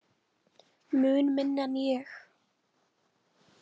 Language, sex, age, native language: Icelandic, female, 18-19, Icelandic